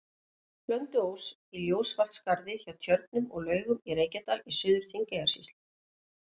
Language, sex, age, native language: Icelandic, female, 50-59, Icelandic